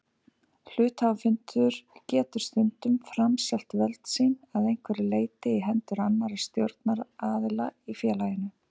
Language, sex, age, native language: Icelandic, female, 50-59, Icelandic